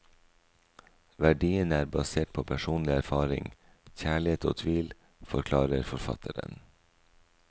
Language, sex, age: Norwegian, male, 44